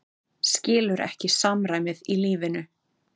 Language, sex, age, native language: Icelandic, female, 30-39, Icelandic